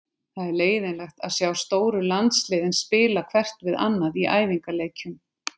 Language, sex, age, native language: Icelandic, female, 50-59, Icelandic